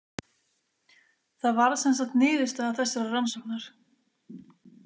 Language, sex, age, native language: Icelandic, female, 20-29, Icelandic